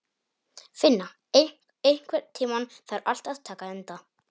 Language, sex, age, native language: Icelandic, male, 18-19, Polish